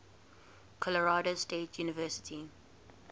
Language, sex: English, female